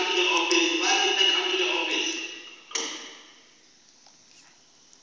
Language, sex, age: Northern Sotho, female, 18